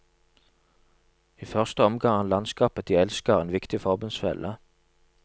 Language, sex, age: Norwegian, male, 27